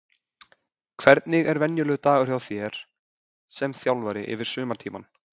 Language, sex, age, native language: Icelandic, male, 20-29, Icelandic